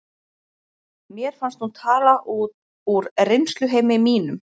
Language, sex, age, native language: Icelandic, female, 20-29, Icelandic